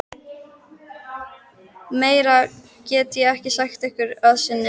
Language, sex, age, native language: Icelandic, female, 13, Icelandic